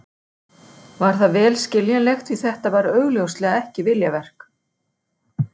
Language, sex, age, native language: Icelandic, female, 60-69, Icelandic